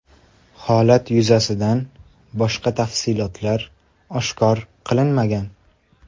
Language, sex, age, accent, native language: Uzbek, male, 18-24, Toshkent viloyati, Uzbek